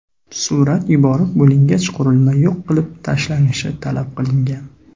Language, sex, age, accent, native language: Uzbek, male, 30-39, Sirdaryo, Uzbek